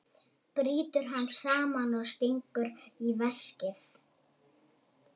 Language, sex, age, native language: Icelandic, male, 11, Icelandic